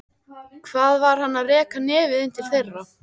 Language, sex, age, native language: Icelandic, female, 14, Icelandic